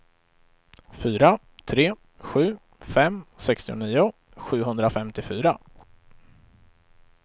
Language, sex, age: Swedish, male, 35